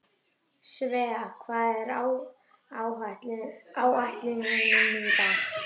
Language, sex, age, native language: Icelandic, female, 30-39, Icelandic